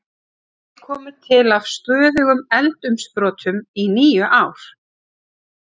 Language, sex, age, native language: Icelandic, female, 40-49, Icelandic